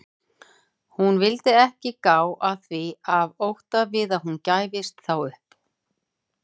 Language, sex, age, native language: Icelandic, female, 40-49, Icelandic